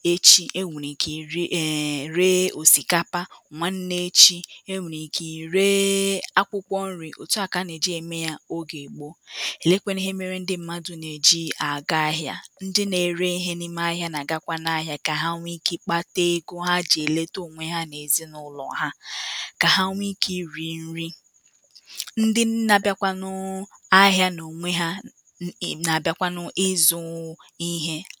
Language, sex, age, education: Igbo, female, 15-29, tertiary